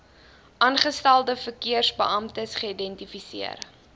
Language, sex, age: Afrikaans, female, 20